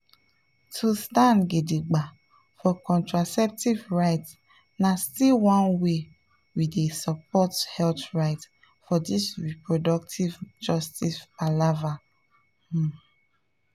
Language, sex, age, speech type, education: Nigerian Pidgin, female, 15-29, spontaneous, tertiary